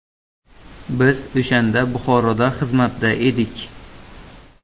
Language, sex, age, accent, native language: Uzbek, male, 18-24, Buxoro, Uzbek